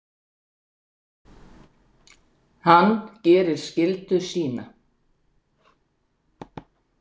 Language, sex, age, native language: Icelandic, female, 60-69, Icelandic